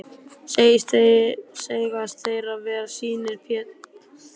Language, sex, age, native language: Icelandic, male, 12, Icelandic